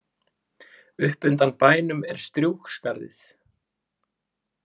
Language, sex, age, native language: Icelandic, male, 20-29, Icelandic